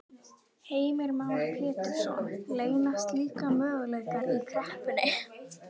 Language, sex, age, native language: Icelandic, female, 12, Icelandic